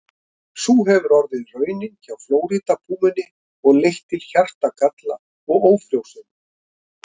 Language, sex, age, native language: Icelandic, male, 50-59, Icelandic